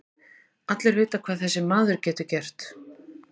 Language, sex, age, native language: Icelandic, female, 40-49, Icelandic